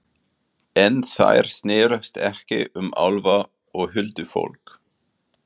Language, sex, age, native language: Icelandic, male, 40-49, German